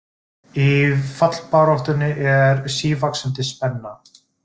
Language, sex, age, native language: Icelandic, male, 20-29, Icelandic